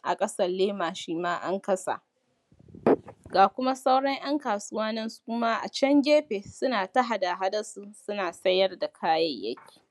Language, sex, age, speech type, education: Hausa, female, 15-29, spontaneous, primary